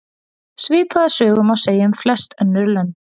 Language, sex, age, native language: Icelandic, female, 30-39, Icelandic